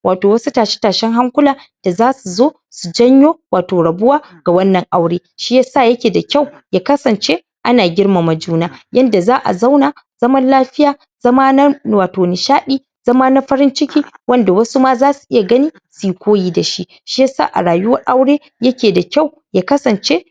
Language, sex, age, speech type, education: Hausa, female, 46-60, spontaneous, tertiary